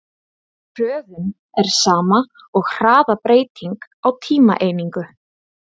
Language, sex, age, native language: Icelandic, female, 30-39, Icelandic